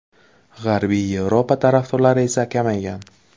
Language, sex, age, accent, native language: Uzbek, male, 18-24, Buxoro, Uzbek